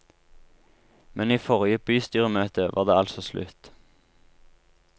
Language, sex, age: Norwegian, male, 23